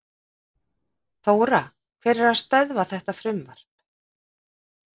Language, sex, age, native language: Icelandic, female, 50-59, Icelandic